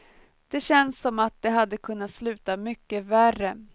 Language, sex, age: Swedish, female, 23